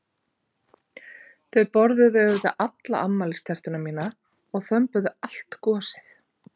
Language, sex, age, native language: Icelandic, female, 40-49, Icelandic